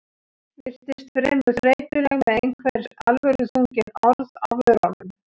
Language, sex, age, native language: Icelandic, female, 60-69, Icelandic